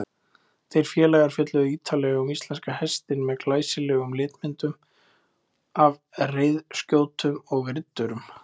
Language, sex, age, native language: Icelandic, male, 20-29, Icelandic